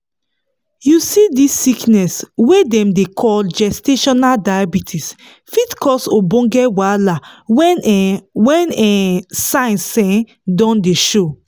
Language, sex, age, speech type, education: Nigerian Pidgin, female, 15-29, spontaneous, tertiary